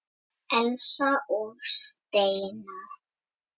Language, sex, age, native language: Icelandic, male, 7, Icelandic